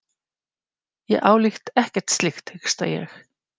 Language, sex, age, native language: Icelandic, female, 50-59, Icelandic